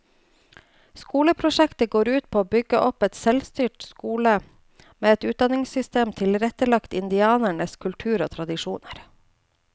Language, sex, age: Norwegian, female, 29